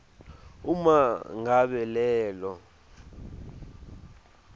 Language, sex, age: Swati, male, 18